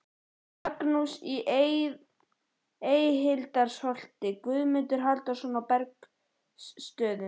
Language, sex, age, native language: Icelandic, male, 11, Icelandic